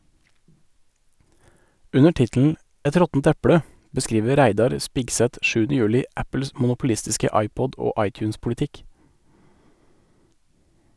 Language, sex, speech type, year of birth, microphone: Norwegian, male, read, 1984, Sennheiser